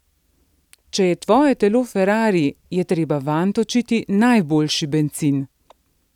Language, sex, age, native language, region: Slovenian, female, 50-59, Slovenian, Central Slovenia